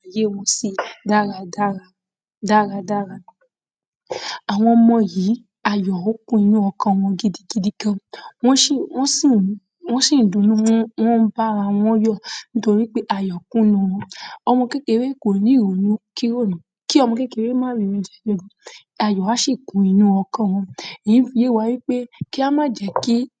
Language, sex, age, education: Yoruba, female, 46-60, secondary